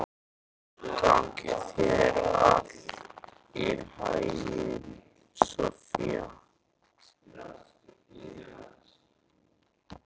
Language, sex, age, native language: Icelandic, male, 13, Icelandic